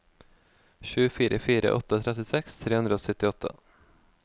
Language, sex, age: Norwegian, male, 24